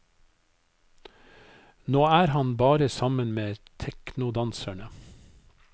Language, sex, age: Norwegian, male, 55